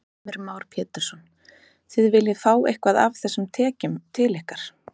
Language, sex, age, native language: Icelandic, female, 30-39, Icelandic